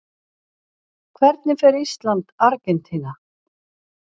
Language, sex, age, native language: Icelandic, female, 60-69, Icelandic